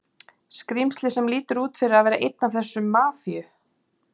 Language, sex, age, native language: Icelandic, female, 40-49, Icelandic